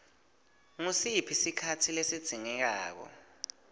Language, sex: Swati, male